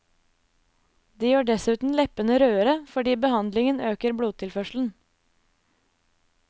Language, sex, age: Norwegian, female, 24